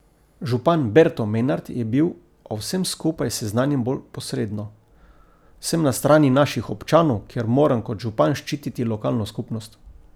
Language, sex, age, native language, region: Slovenian, male, 50-59, Slovenian, Coastal Karst region